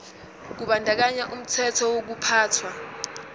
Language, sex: Zulu, female